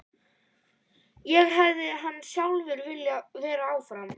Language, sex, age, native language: Icelandic, female, 11, Icelandic